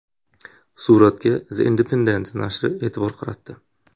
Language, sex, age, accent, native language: Uzbek, male, 25-34, Buxoro, Uzbek